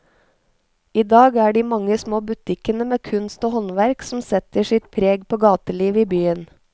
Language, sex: Norwegian, female